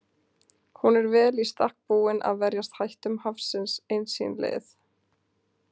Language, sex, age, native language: Icelandic, female, 20-29, Icelandic